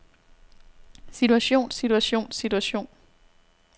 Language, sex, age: Danish, female, 26